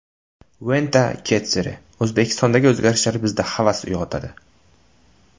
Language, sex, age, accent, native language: Uzbek, male, 18-24, Toshkent viloyati, Uzbek